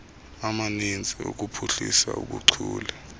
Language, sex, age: Xhosa, male, 33